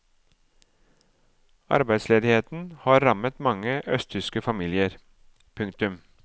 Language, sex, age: Norwegian, male, 37